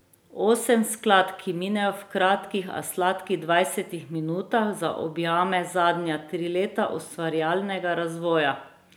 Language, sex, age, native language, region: Slovenian, female, 30-49, Slovenian, Drava region